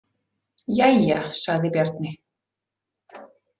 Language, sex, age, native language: Icelandic, female, 40-49, Icelandic